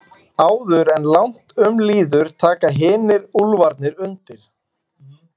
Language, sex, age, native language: Icelandic, male, 20-29, Icelandic